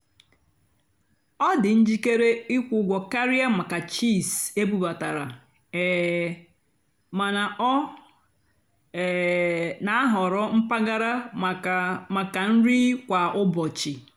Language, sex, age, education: Igbo, female, 46-60, tertiary